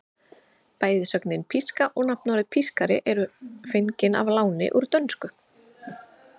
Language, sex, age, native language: Icelandic, female, 30-39, Icelandic